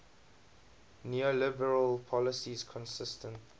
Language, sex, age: English, male, 20